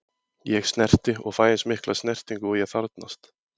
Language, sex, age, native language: Icelandic, male, 20-29, Icelandic